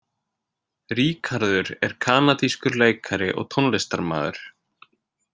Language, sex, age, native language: Icelandic, male, 20-29, Icelandic